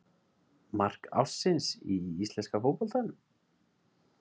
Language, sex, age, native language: Icelandic, male, 30-39, Icelandic